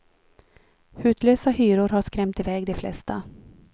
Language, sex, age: Swedish, female, 43